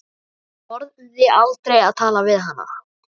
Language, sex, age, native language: Icelandic, male, 11, Icelandic